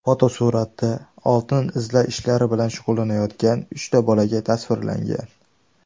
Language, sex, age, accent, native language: Uzbek, male, 19-29, Andijon, Uzbek